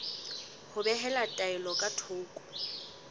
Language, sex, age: Southern Sotho, female, 19